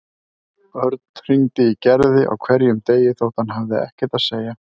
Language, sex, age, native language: Icelandic, male, 30-39, Icelandic